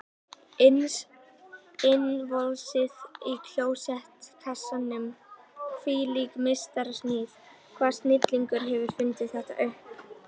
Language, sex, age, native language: Icelandic, female, 18-19, Icelandic